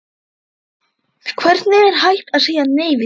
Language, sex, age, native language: Icelandic, male, 12, Icelandic